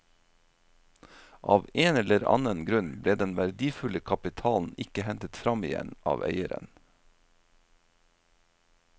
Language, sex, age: Norwegian, male, 47